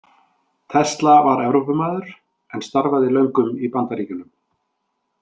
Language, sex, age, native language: Icelandic, male, 50-59, Icelandic